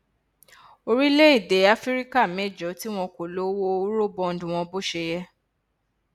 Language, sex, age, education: Yoruba, female, 15-29, tertiary